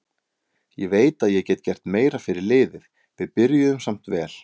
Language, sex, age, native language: Icelandic, male, 30-39, Icelandic